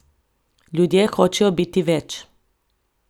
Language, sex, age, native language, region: Slovenian, female, 30-49, Slovenian, Coastal Karst region